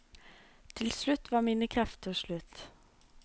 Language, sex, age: Norwegian, female, 26